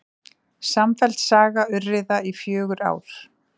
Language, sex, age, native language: Icelandic, female, 40-49, Icelandic